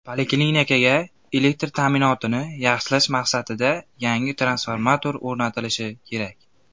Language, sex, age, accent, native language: Uzbek, male, 19-29, Andijon, Uzbek